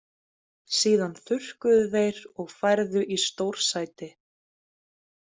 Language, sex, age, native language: Icelandic, female, 30-39, Icelandic